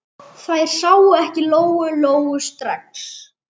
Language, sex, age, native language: Icelandic, male, 8, Icelandic